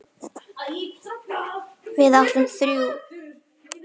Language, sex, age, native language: Icelandic, female, 10, Icelandic